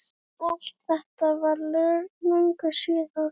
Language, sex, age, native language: Icelandic, female, 11, Icelandic